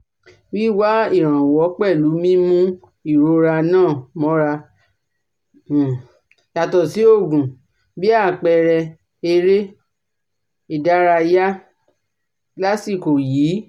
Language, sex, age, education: Yoruba, female, 30-45, tertiary